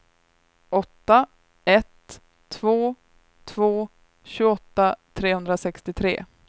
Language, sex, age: Swedish, female, 23